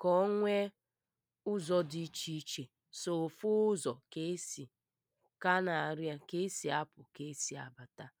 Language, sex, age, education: Igbo, female, 15-29, primary